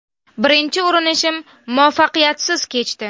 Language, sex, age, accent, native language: Uzbek, female, 19-29, Namangan, Uzbek